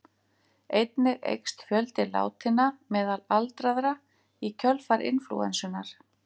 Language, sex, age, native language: Icelandic, female, 50-59, Icelandic